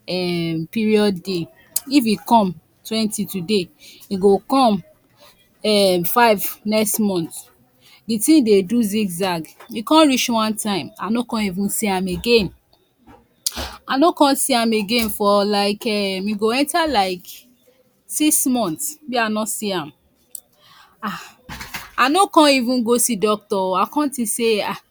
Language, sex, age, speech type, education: Nigerian Pidgin, female, 15-29, spontaneous, tertiary